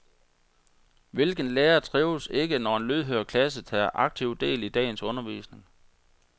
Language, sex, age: Danish, male, 46